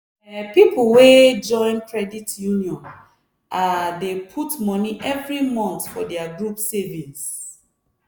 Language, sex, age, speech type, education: Nigerian Pidgin, female, 30-45, spontaneous, tertiary